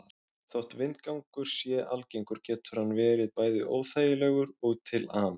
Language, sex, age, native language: Icelandic, male, 20-29, Icelandic